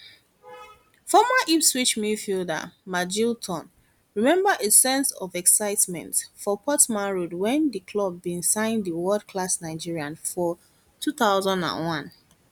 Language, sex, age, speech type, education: Nigerian Pidgin, female, 15-29, spontaneous, tertiary